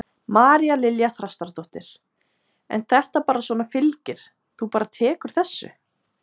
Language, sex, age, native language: Icelandic, female, 20-29, Icelandic